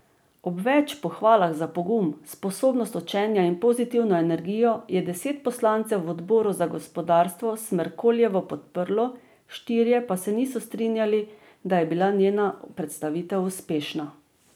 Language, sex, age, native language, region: Slovenian, female, 50-59, Slovenian, Drava region